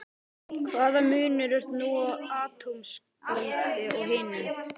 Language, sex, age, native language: Icelandic, male, 12, Icelandic